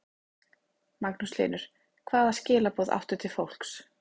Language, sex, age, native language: Icelandic, female, 30-39, Icelandic